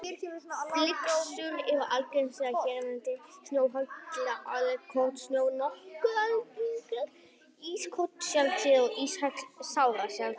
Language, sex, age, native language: Icelandic, male, 18-19, Icelandic